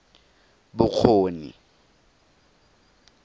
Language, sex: Tswana, male